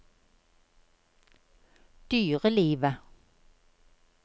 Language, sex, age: Norwegian, female, 53